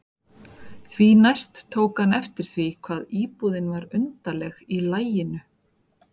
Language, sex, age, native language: Icelandic, female, 40-49, Icelandic